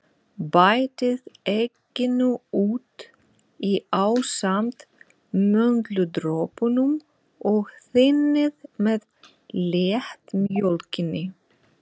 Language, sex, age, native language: Icelandic, female, 40-49, Russian